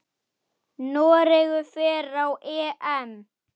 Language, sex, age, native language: Icelandic, male, 8, Icelandic